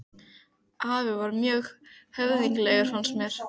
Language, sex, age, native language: Icelandic, female, 15, Icelandic